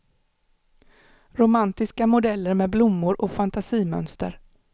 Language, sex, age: Swedish, female, 35